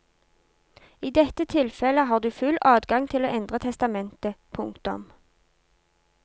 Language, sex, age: Norwegian, female, 32